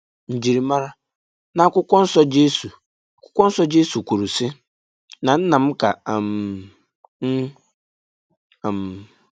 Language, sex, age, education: Igbo, male, 15-29, tertiary